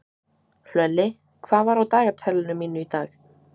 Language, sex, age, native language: Icelandic, female, 18-19, Icelandic